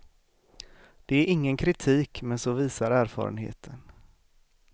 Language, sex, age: Swedish, male, 38